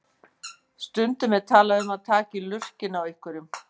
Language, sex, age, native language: Icelandic, female, 50-59, Icelandic